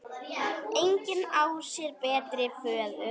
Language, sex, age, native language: Icelandic, female, 10, Icelandic